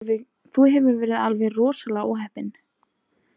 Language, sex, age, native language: Icelandic, female, 20-29, Icelandic